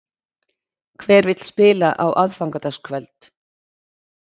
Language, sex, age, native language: Icelandic, female, 60-69, Icelandic